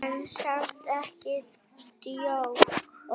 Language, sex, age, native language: Icelandic, female, 9, Icelandic